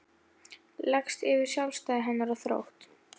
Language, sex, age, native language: Icelandic, female, 11, Icelandic